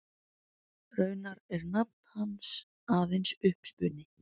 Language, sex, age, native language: Icelandic, female, 20-29, Icelandic